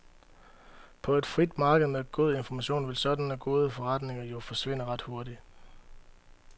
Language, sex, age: Danish, male, 31